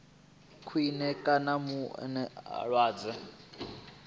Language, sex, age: Venda, male, 22